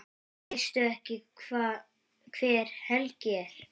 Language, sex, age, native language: Icelandic, female, 9, Icelandic